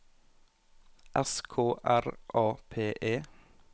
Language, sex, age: Norwegian, male, 21